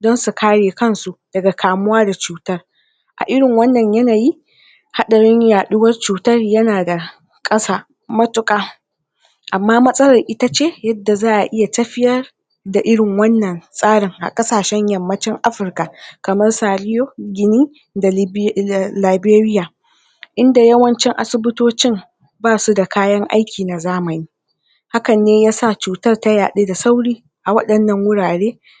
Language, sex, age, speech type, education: Hausa, female, 46-60, spontaneous, tertiary